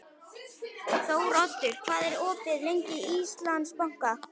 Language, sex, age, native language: Icelandic, male, 11, Icelandic